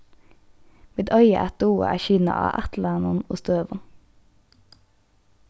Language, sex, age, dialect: Faroese, female, 15-35, Norðurstreymoy/Eysturoy